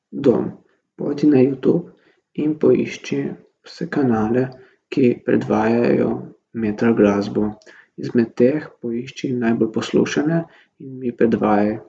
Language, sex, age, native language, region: Slovenian, male, 18-29, Slovenian, Gorica region